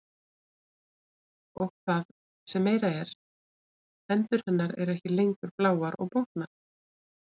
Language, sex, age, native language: Icelandic, female, 40-49, Icelandic